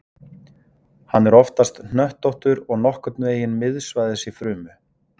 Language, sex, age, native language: Icelandic, male, 40-49, Icelandic